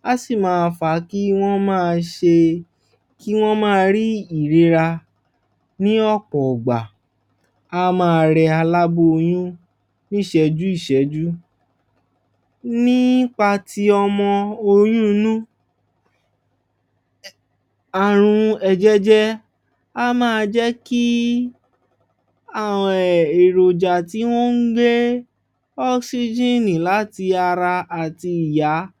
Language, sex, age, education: Yoruba, male, 15-29, tertiary